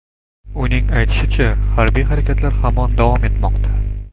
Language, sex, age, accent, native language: Uzbek, male, 25-34, Toshkent shahri, Uzbek